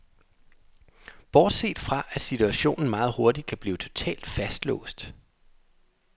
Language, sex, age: Danish, male, 27